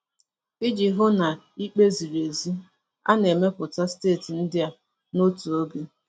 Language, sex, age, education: Igbo, female, 30-45, tertiary